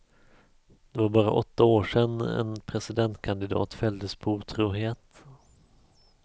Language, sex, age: Swedish, male, 34